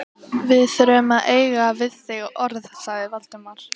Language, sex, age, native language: Icelandic, female, 12, Icelandic